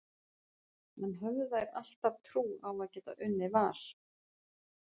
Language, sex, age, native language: Icelandic, female, 50-59, Icelandic